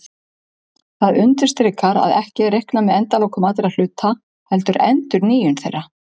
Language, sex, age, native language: Icelandic, female, 50-59, Icelandic